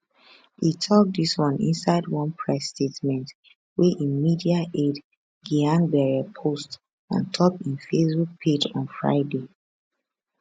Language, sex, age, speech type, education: Nigerian Pidgin, female, 15-29, spontaneous, tertiary